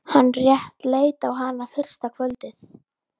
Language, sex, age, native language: Icelandic, female, 12, Icelandic